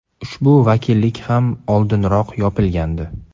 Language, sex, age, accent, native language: Uzbek, male, 18-24, Qashqadaryo, Uzbek